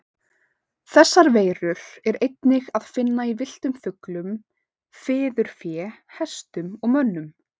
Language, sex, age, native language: Icelandic, female, 18-19, Icelandic